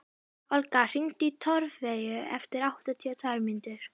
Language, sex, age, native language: Icelandic, female, 12, Icelandic